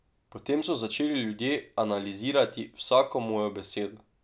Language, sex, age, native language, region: Slovenian, male, 18-29, Slovenian, Drava region